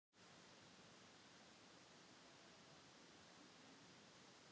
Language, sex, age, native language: Icelandic, female, 50-59, Icelandic